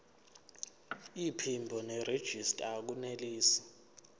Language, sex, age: Zulu, male, 24